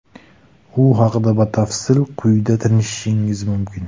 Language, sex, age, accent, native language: Uzbek, male, 18-24, Buxoro, Uzbek